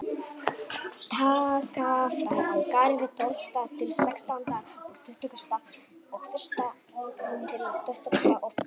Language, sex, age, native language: Icelandic, male, 18-19, Icelandic